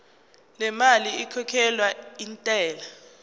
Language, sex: Zulu, female